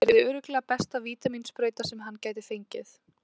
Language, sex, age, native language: Icelandic, female, 20-29, Icelandic